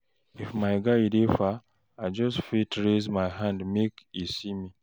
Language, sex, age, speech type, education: Nigerian Pidgin, male, 46-60, read, tertiary